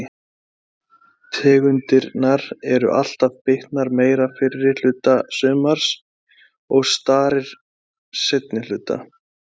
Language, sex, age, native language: Icelandic, male, 20-29, Icelandic